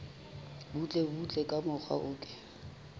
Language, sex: Southern Sotho, female